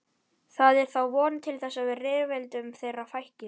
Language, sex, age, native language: Icelandic, male, 11, Icelandic